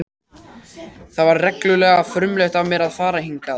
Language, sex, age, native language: Icelandic, male, 14, Icelandic